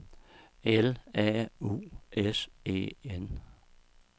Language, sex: Danish, male